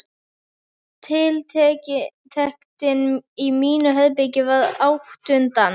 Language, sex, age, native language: Icelandic, female, 11, Icelandic